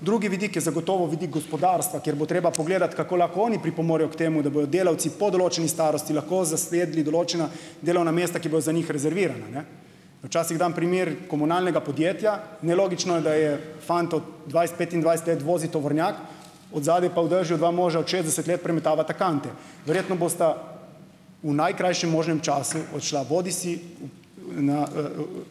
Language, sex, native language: Slovenian, male, Slovenian